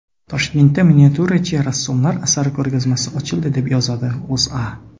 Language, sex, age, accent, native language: Uzbek, male, 30-39, Sirdaryo, Uzbek